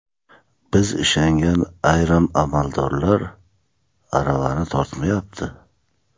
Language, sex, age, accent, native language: Uzbek, male, 35+, Surxondaryo, Uzbek